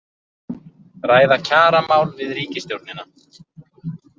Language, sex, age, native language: Icelandic, male, 20-29, Icelandic